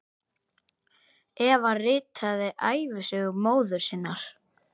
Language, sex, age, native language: Icelandic, male, 8, Icelandic